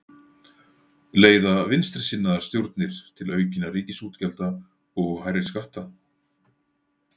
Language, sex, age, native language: Icelandic, male, 40-49, Icelandic